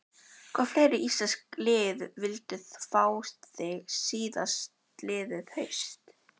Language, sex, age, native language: Icelandic, female, 12, Icelandic